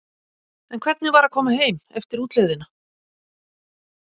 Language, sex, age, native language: Icelandic, female, 60-69, Icelandic